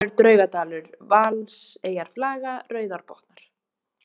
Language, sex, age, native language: Icelandic, female, 20-29, Icelandic